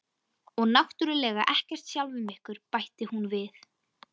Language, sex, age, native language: Icelandic, female, 13, Icelandic